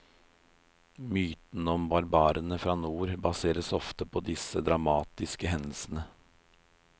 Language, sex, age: Norwegian, male, 56